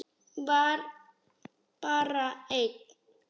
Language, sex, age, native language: Icelandic, female, 8, Icelandic